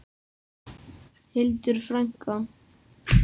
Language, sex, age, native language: Icelandic, female, 7, Icelandic